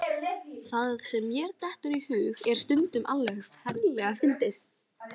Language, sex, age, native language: Icelandic, female, 18-19, Icelandic